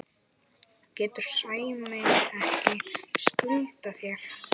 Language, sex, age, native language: Icelandic, male, 9, Icelandic